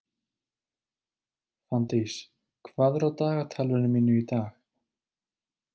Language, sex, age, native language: Icelandic, male, 20-29, Icelandic